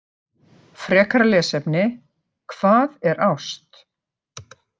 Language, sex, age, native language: Icelandic, female, 50-59, Icelandic